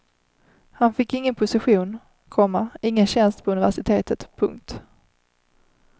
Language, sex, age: Swedish, female, 30